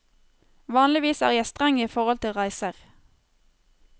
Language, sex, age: Norwegian, female, 23